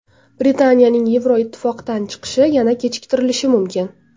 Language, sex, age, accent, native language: Uzbek, female, under 19, Toshkent viloyati, Uzbek